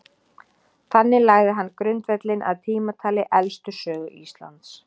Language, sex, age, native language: Icelandic, female, 30-39, Icelandic